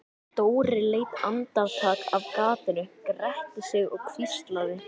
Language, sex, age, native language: Icelandic, male, 11, Icelandic